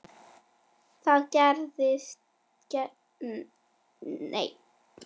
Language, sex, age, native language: Icelandic, female, 10, Icelandic